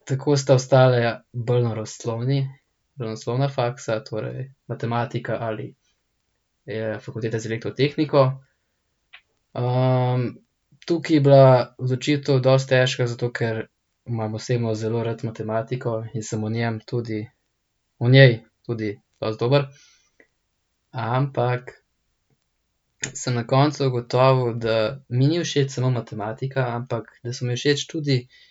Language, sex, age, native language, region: Slovenian, male, 18-29, Slovenian, Central Slovenia